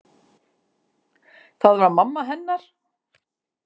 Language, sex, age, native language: Icelandic, female, 50-59, Icelandic